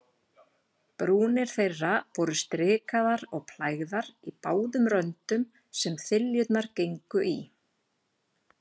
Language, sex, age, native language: Icelandic, female, 40-49, Icelandic